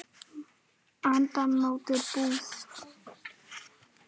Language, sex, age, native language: Icelandic, male, 8, Icelandic